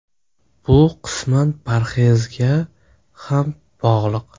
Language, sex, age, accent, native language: Uzbek, male, 18-24, Surxondaryo, Uzbek